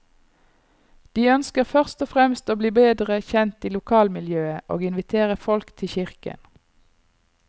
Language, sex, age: Norwegian, female, 39